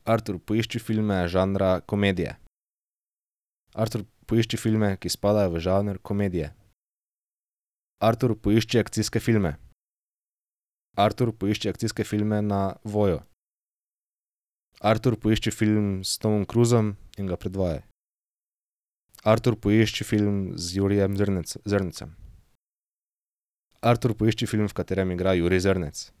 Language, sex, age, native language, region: Slovenian, male, 18-29, Slovenian, Drava region